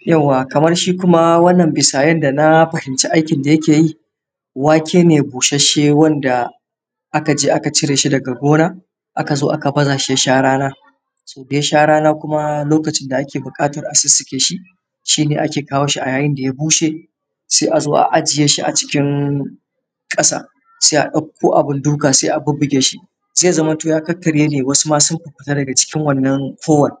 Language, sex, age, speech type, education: Hausa, male, 30-45, spontaneous, tertiary